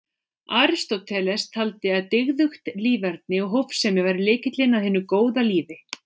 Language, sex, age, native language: Icelandic, female, 40-49, Icelandic